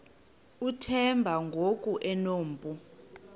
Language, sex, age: Xhosa, female, 18